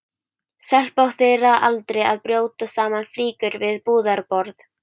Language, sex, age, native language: Icelandic, female, 12, Icelandic